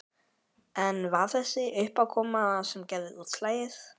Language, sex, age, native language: Icelandic, female, 12, Icelandic